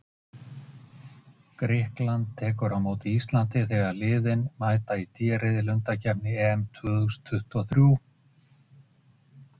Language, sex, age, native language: Icelandic, male, 50-59, Icelandic